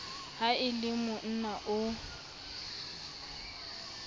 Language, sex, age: Southern Sotho, female, 25